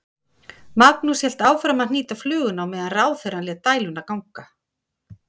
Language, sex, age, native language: Icelandic, female, 50-59, Icelandic